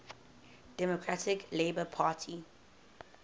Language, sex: English, female